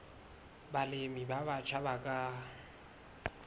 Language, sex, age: Southern Sotho, male, 22